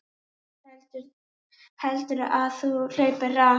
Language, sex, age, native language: Icelandic, female, 10, Icelandic